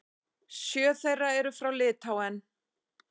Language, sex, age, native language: Icelandic, female, 30-39, Icelandic